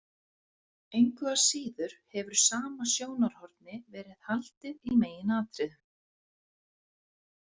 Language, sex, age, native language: Icelandic, female, 40-49, Icelandic